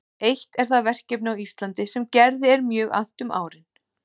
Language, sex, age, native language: Icelandic, female, 30-39, Icelandic